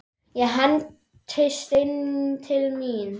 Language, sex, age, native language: Icelandic, male, 10, Icelandic